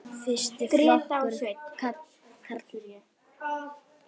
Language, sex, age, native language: Icelandic, female, 9, Icelandic